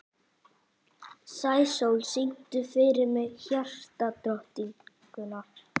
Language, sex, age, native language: Icelandic, female, 40-49, Icelandic